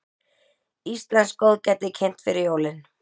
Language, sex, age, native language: Icelandic, female, 20-29, Icelandic